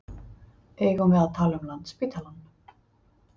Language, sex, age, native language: Icelandic, female, 50-59, Icelandic